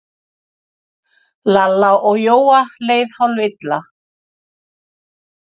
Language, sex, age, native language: Icelandic, female, 50-59, Icelandic